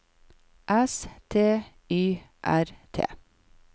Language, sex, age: Norwegian, female, 51